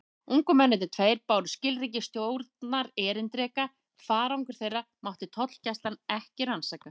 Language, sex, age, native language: Icelandic, female, 30-39, Icelandic